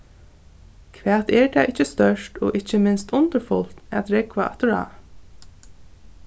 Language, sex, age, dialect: Faroese, female, 15-35, Norðuroyggjar